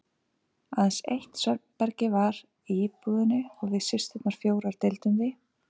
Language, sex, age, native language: Icelandic, female, 50-59, Icelandic